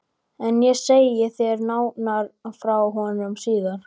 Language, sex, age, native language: Icelandic, male, 12, Icelandic